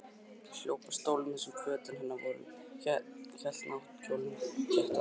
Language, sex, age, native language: Icelandic, male, 18-19, Icelandic